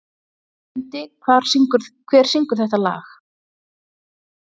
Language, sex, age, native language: Icelandic, female, 40-49, Icelandic